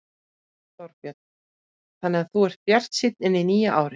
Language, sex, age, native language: Icelandic, female, 30-39, Icelandic